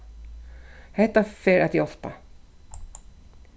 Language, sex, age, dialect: Faroese, female, 36-60, Suðurstreymoy